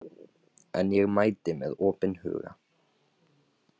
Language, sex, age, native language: Icelandic, male, 18-19, Icelandic